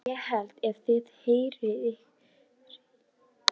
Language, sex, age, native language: Icelandic, female, 12, Icelandic